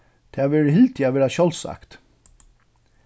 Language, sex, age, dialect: Faroese, male, 36-60, Suðurstreymoy